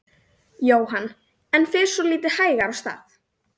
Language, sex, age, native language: Icelandic, male, 40-49, Icelandic